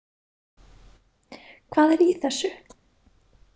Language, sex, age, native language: Icelandic, female, 20-29, Icelandic